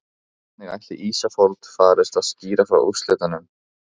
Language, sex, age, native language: Icelandic, male, 15, Icelandic